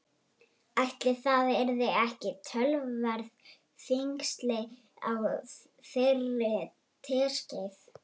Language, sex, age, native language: Icelandic, male, 11, Icelandic